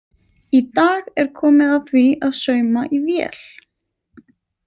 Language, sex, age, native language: Icelandic, female, 20-29, Icelandic